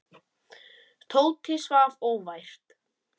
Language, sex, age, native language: Icelandic, male, 10, Icelandic